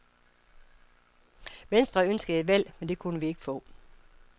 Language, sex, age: Danish, female, 55